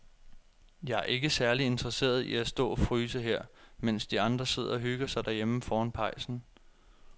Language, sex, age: Danish, male, 24